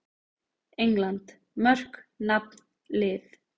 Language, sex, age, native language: Icelandic, female, 20-29, Icelandic